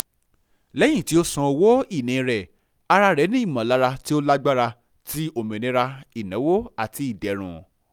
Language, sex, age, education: Yoruba, male, 15-29, tertiary